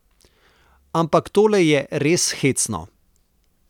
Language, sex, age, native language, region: Slovenian, male, 30-49, Slovenian, Southeast Slovenia